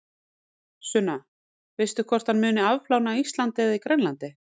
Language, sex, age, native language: Icelandic, female, 40-49, Icelandic